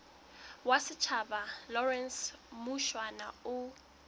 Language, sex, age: Southern Sotho, female, 21